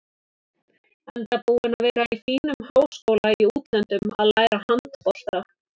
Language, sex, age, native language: Icelandic, female, 30-39, Icelandic